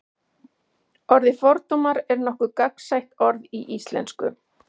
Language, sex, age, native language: Icelandic, female, 40-49, Icelandic